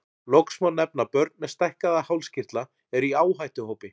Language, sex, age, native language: Icelandic, male, 40-49, Icelandic